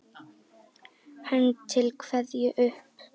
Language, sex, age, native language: Icelandic, female, 10, Icelandic